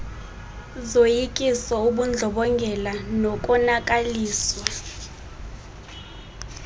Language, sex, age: Xhosa, female, 20